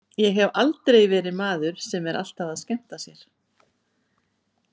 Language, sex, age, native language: Icelandic, female, 50-59, Icelandic